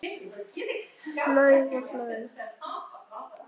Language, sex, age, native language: Icelandic, female, 10, Icelandic